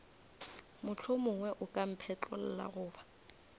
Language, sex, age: Northern Sotho, female, 24